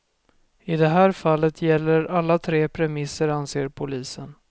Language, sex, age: Swedish, male, 24